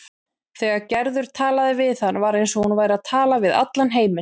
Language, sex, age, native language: Icelandic, female, 40-49, Icelandic